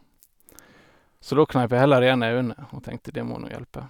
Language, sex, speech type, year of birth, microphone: Norwegian, male, spontaneous, 1989, Sennheiser